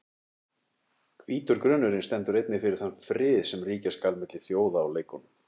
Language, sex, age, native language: Icelandic, male, 60-69, Icelandic